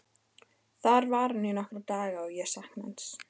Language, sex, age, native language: Icelandic, female, 13, Icelandic